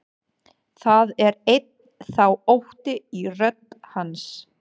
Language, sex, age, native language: Icelandic, male, 12, Danish